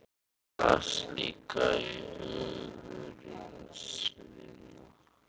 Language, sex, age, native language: Icelandic, male, 13, Icelandic